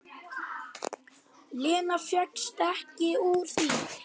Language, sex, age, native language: Icelandic, other, 10, Icelandic